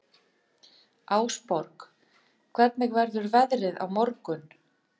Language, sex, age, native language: Icelandic, female, 50-59, Icelandic